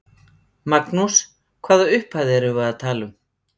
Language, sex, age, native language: Icelandic, female, 50-59, Icelandic